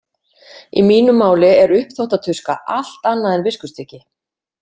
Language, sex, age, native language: Icelandic, female, 50-59, Icelandic